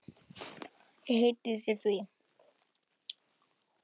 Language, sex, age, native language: Icelandic, male, 8, Icelandic